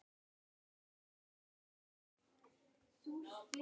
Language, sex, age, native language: Icelandic, male, 10, Icelandic